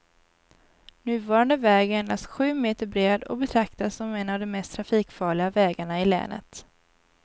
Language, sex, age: Swedish, female, 19